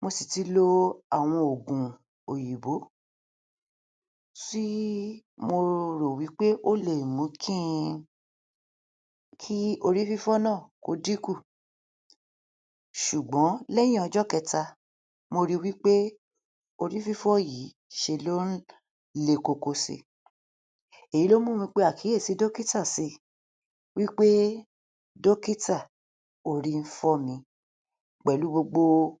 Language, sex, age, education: Yoruba, female, 30-45, tertiary